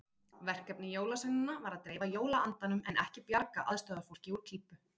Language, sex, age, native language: Icelandic, female, 40-49, Icelandic